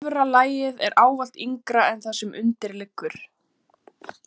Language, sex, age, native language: Icelandic, female, 20-29, Icelandic